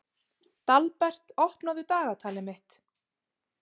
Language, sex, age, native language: Icelandic, female, 30-39, Icelandic